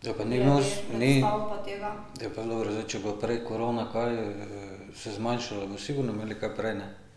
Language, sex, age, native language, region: Slovenian, male, 50-59, Slovenian, Drava region